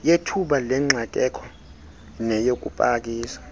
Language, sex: Xhosa, male